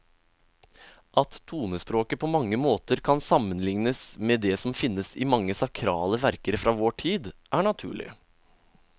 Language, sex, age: Norwegian, male, 31